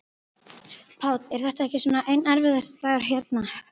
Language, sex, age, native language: Icelandic, female, 12, Icelandic